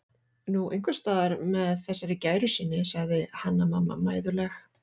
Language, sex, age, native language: Icelandic, female, 40-49, Icelandic